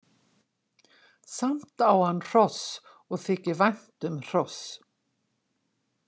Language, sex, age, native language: Icelandic, female, 60-69, Icelandic